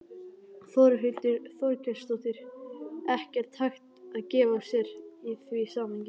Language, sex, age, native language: Icelandic, male, 11, Icelandic